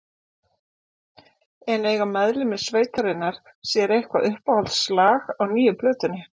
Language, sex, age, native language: Icelandic, female, 40-49, Icelandic